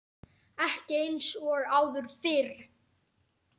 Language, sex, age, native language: Icelandic, male, 10, Icelandic